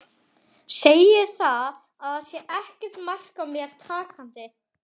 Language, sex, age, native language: Icelandic, male, 12, Icelandic